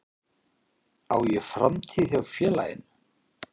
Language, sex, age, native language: Icelandic, male, 40-49, Icelandic